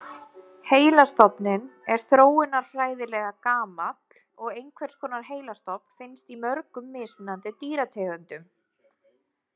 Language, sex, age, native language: Icelandic, female, 20-29, Icelandic